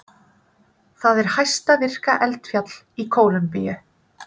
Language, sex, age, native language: Icelandic, female, 30-39, Icelandic